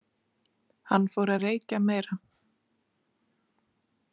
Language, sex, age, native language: Icelandic, female, 30-39, Icelandic